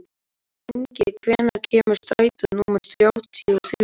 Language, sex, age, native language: Icelandic, male, 12, Icelandic